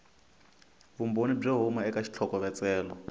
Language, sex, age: Tsonga, male, 22